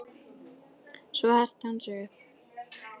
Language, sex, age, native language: Icelandic, female, 18-19, Icelandic